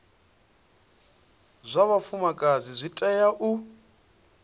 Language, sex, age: Venda, male, 28